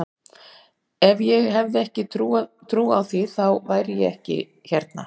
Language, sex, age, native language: Icelandic, female, 60-69, Icelandic